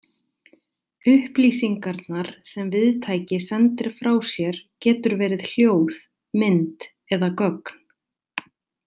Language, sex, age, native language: Icelandic, female, 30-39, Icelandic